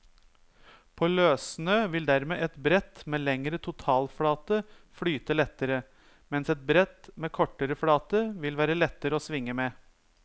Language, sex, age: Norwegian, male, 30